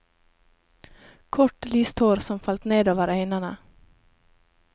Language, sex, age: Norwegian, female, 28